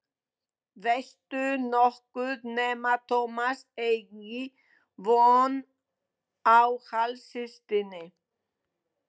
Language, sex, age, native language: Icelandic, female, 20-29, Polish